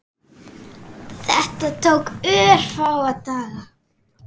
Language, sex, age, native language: Icelandic, female, 9, Icelandic